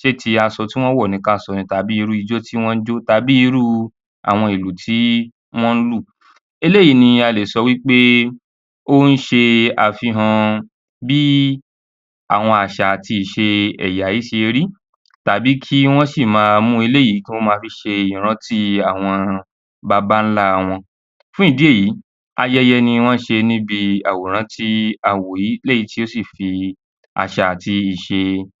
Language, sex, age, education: Yoruba, male, 15-29, tertiary